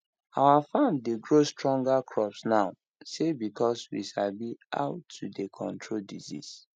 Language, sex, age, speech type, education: Nigerian Pidgin, male, 15-29, spontaneous, tertiary